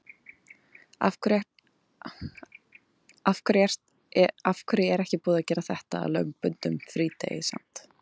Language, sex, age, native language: Icelandic, female, 20-29, Icelandic